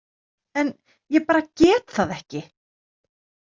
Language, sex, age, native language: Icelandic, female, 30-39, Icelandic